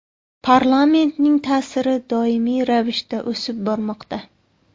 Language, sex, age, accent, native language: Uzbek, female, 18-24, Samarqand, Uzbek